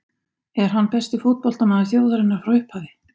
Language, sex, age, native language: Icelandic, female, 50-59, Icelandic